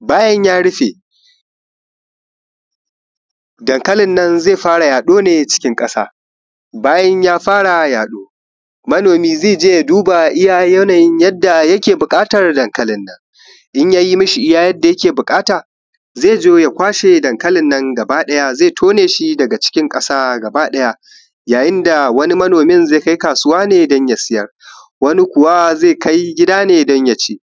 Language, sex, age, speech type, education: Hausa, male, 15-29, spontaneous, primary